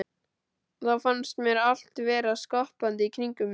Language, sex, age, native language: Icelandic, male, 12, Icelandic